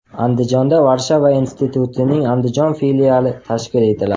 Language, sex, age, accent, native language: Uzbek, male, 18-24, Qashqadaryo, Uzbek